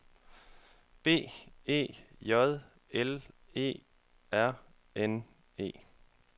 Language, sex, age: Danish, male, 31